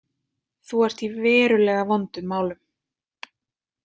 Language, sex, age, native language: Icelandic, female, 20-29, Icelandic